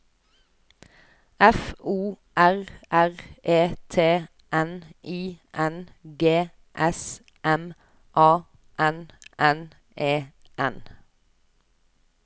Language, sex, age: Norwegian, female, 29